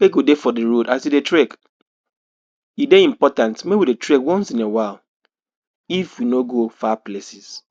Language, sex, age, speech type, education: Nigerian Pidgin, male, 60+, spontaneous, tertiary